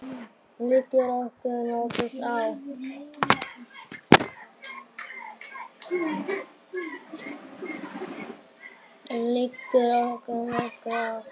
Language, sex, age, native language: Icelandic, male, 10, Icelandic